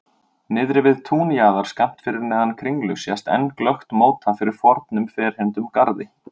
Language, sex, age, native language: Icelandic, male, 30-39, Icelandic